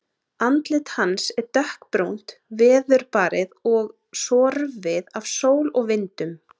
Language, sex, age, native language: Icelandic, female, 30-39, Icelandic